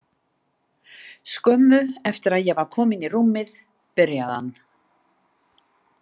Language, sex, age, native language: Icelandic, female, 60-69, Icelandic